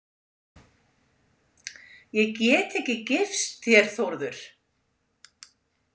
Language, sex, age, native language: Icelandic, female, 70-79, Icelandic